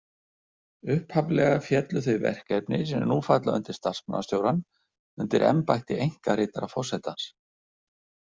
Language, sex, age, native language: Icelandic, male, 60-69, Icelandic